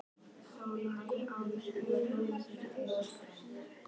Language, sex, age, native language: Icelandic, female, 11, Icelandic